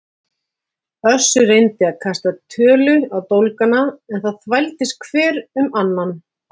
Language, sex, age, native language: Icelandic, female, 40-49, Icelandic